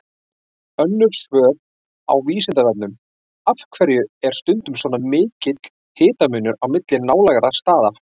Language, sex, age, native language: Icelandic, male, 40-49, Icelandic